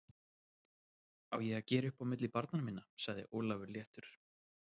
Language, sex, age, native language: Icelandic, male, 30-39, Icelandic